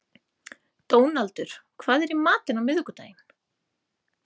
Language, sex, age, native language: Icelandic, female, 30-39, Icelandic